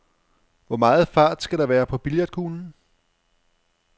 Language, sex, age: Danish, male, 35